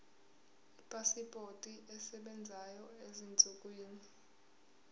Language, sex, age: Zulu, female, 18